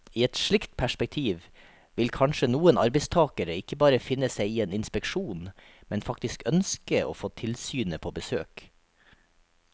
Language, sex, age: Norwegian, male, 43